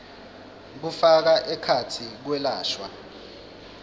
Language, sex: Swati, male